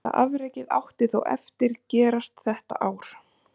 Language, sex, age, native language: Icelandic, female, 30-39, Icelandic